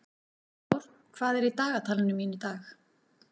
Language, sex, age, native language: Icelandic, female, 40-49, Icelandic